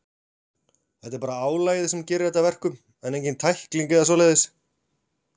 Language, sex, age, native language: Icelandic, male, 40-49, Icelandic